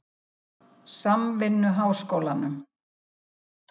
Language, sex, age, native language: Icelandic, female, 70-79, Icelandic